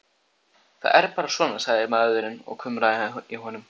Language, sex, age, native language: Icelandic, male, 14, Icelandic